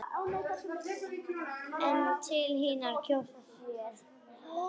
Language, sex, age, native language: Icelandic, female, 10, Icelandic